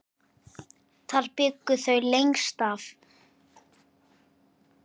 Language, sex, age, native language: Icelandic, male, 8, Icelandic